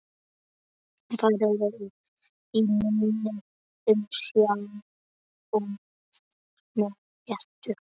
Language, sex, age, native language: Icelandic, male, 12, Icelandic